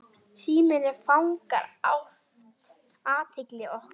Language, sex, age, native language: Icelandic, female, 9, Icelandic